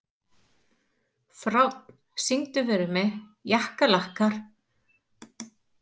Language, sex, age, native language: Icelandic, female, 40-49, Icelandic